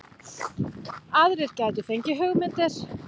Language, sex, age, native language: Icelandic, female, 40-49, Icelandic